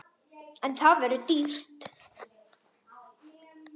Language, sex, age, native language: Icelandic, female, 10, Icelandic